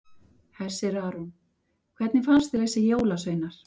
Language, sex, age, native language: Icelandic, female, 50-59, Icelandic